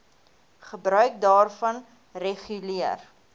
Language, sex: Afrikaans, female